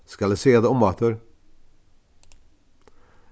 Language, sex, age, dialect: Faroese, male, 61+, Vágar